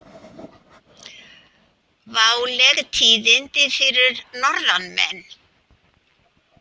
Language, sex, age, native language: Icelandic, female, 80-89, Icelandic